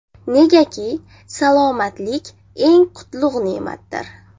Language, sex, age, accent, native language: Uzbek, female, 19-29, Jizzax, Uzbek